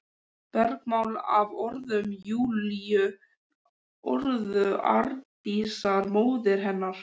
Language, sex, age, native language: Icelandic, male, 13, Icelandic